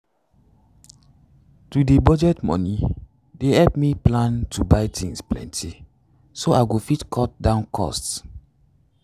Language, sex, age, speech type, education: Nigerian Pidgin, male, 15-29, spontaneous, tertiary